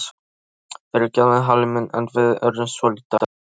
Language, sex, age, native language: Icelandic, male, 13, Polish